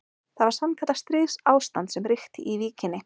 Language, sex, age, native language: Icelandic, female, 30-39, Icelandic